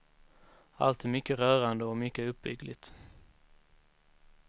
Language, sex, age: Swedish, male, 19